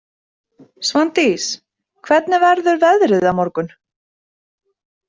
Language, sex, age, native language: Icelandic, female, 30-39, Icelandic